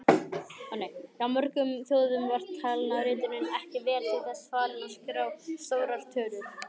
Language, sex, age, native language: Icelandic, male, 18-19, Icelandic